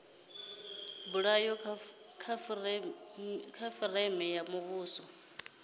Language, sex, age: Venda, female, 30